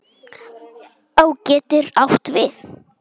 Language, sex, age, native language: Icelandic, female, 9, Icelandic